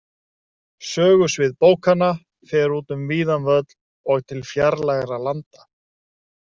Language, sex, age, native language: Icelandic, male, 30-39, Icelandic